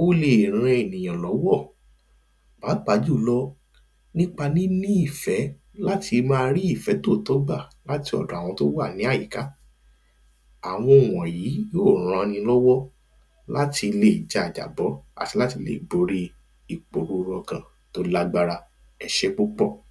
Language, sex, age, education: Yoruba, male, 30-45, primary